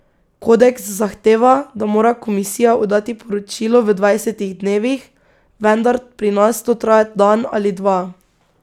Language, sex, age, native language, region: Slovenian, female, 18-29, Slovenian, Pomurje region